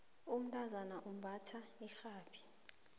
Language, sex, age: South Ndebele, female, 23